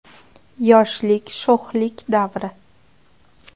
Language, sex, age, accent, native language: Uzbek, female, 25-34, Farg'ona, Uzbek